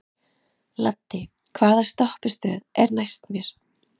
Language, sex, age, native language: Icelandic, female, 30-39, Icelandic